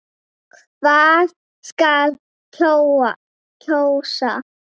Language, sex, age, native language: Icelandic, female, 8, Icelandic